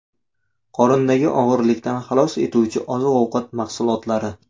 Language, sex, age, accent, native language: Uzbek, male, 18-24, Surxondaryo, Uzbek